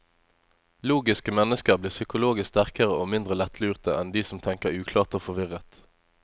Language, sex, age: Norwegian, male, 25